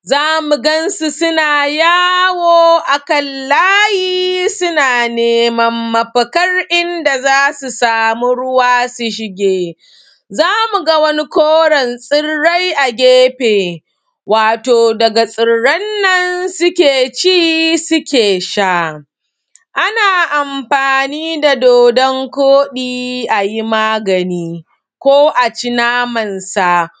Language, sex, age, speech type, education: Hausa, female, 30-45, spontaneous, secondary